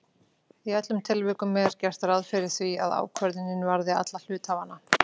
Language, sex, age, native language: Icelandic, female, 40-49, Icelandic